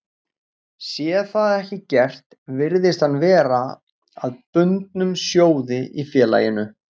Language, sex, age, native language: Icelandic, male, 40-49, Icelandic